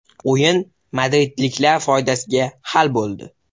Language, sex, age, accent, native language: Uzbek, male, 18-24, Toshkent shahri, Uzbek